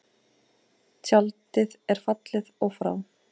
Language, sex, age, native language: Icelandic, female, 8, Icelandic